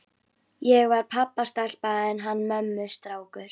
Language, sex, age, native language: Icelandic, female, 11, Icelandic